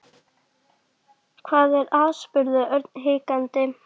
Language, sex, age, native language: Icelandic, female, 11, Icelandic